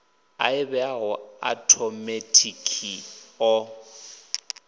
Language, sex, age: Venda, male, 26